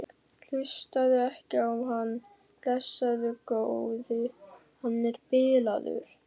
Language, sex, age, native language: Icelandic, male, 12, Icelandic